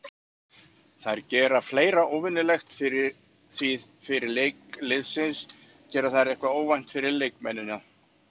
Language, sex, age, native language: Icelandic, male, 40-49, Icelandic